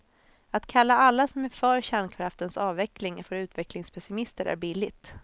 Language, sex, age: Swedish, female, 26